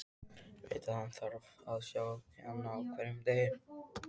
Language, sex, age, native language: Icelandic, male, 13, Icelandic